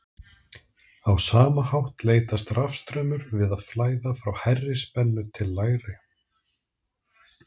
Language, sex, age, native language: Icelandic, male, 30-39, Icelandic